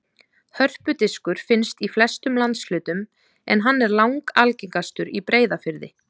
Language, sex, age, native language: Icelandic, female, 30-39, Icelandic